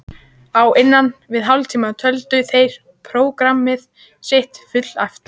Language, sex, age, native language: Icelandic, female, 14, Icelandic